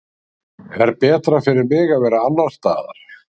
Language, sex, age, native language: Icelandic, male, 60-69, Icelandic